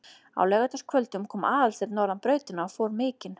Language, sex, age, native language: Icelandic, female, 30-39, Icelandic